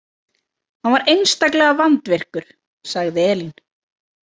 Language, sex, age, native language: Icelandic, female, 30-39, Icelandic